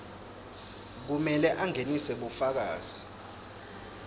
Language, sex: Swati, male